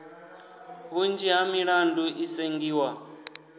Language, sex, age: Venda, male, 19